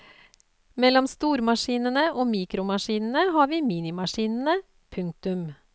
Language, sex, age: Norwegian, female, 48